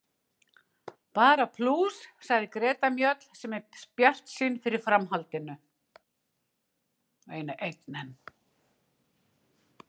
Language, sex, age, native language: Icelandic, female, 60-69, Icelandic